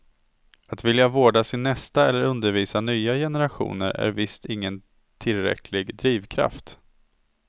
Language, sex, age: Swedish, male, 27